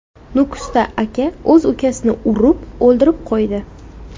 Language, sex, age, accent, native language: Uzbek, female, 18-24, Farg'ona, Uzbek